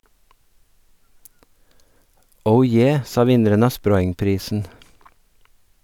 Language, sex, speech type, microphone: Norwegian, male, read, Sennheiser